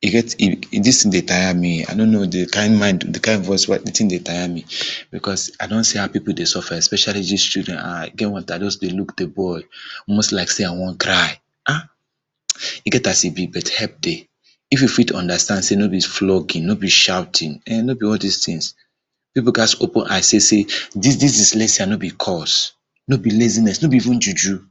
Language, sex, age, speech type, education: Nigerian Pidgin, male, 30-45, spontaneous, tertiary